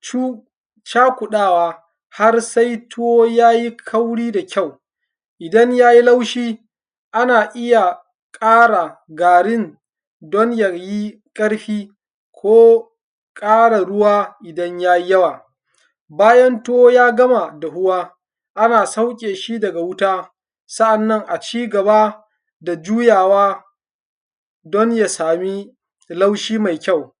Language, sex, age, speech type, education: Hausa, male, 15-29, spontaneous, tertiary